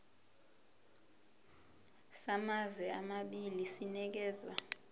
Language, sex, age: Zulu, female, 22